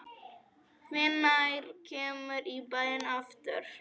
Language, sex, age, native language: Icelandic, female, 10, Polish